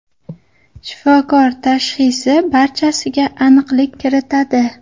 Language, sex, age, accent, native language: Uzbek, female, 19-29, Farg'ona, Uzbek